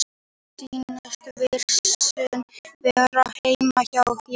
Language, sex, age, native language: Icelandic, female, 18-19, Icelandic